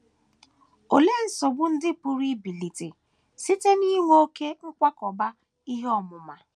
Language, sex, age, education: Igbo, female, 15-29, tertiary